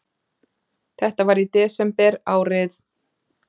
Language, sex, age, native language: Icelandic, female, 30-39, Icelandic